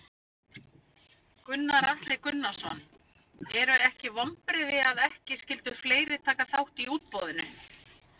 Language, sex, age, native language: Icelandic, female, 50-59, Icelandic